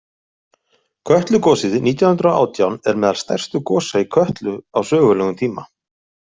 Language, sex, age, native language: Icelandic, male, 30-39, Icelandic